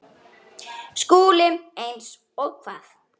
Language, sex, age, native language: Icelandic, male, 9, Icelandic